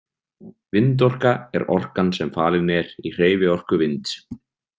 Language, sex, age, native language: Icelandic, male, 30-39, Icelandic